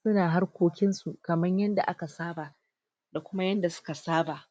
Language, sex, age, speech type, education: Hausa, female, 46-60, spontaneous, tertiary